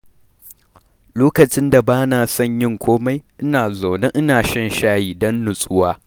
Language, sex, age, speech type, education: Hausa, male, 15-29, read, primary